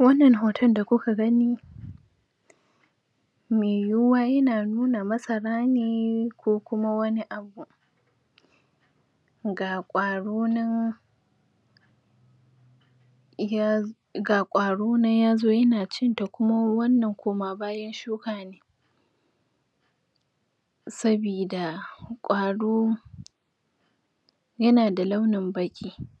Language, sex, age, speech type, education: Hausa, female, 15-29, spontaneous, tertiary